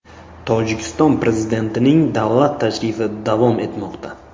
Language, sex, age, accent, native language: Uzbek, male, 18-24, Buxoro, Uzbek